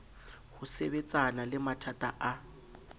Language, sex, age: Southern Sotho, male, 20